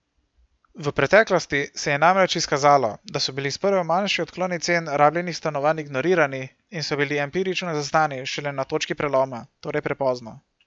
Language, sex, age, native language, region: Slovenian, male, 18-29, Slovenian, Gorenjska region